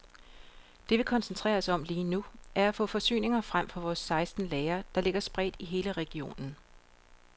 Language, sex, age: Danish, female, 42